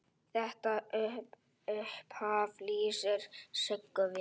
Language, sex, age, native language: Icelandic, male, 9, Icelandic